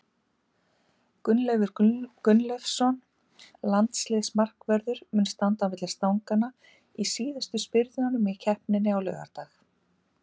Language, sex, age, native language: Icelandic, female, 50-59, Icelandic